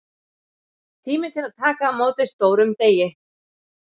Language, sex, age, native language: Icelandic, male, 11, Icelandic